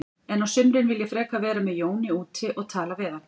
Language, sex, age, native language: Icelandic, female, 40-49, Icelandic